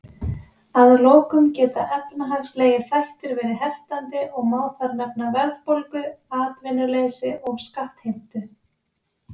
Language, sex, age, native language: Icelandic, female, 20-29, Icelandic